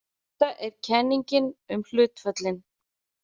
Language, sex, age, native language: Icelandic, female, 30-39, Icelandic